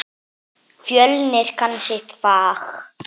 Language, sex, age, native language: Icelandic, male, 8, Icelandic